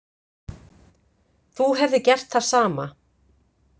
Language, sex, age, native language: Icelandic, female, 50-59, Icelandic